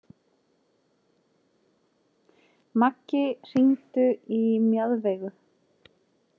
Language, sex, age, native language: Icelandic, female, 40-49, Icelandic